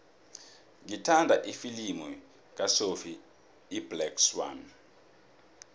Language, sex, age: South Ndebele, male, 26